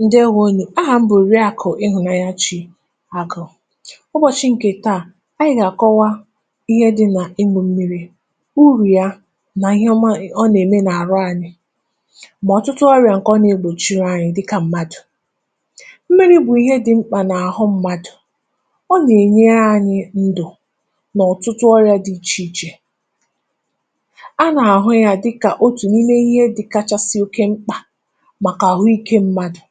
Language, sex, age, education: Igbo, female, 15-29, tertiary